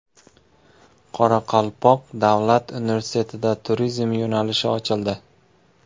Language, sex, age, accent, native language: Uzbek, male, 25-34, Samarqand, Uzbek